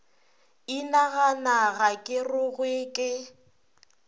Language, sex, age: Northern Sotho, female, 26